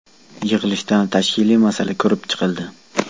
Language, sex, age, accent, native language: Uzbek, male, 18-24, Surxondaryo, Uzbek